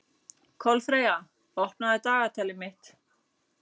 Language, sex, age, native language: Icelandic, female, 40-49, Icelandic